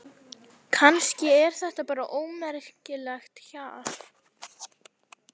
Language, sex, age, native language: Icelandic, female, 11, Icelandic